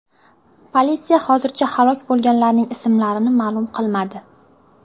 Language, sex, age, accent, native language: Uzbek, female, 18-24, Qashqadaryo, Uzbek